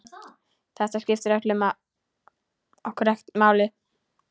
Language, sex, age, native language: Icelandic, female, 9, Icelandic